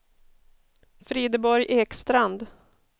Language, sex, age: Swedish, female, 32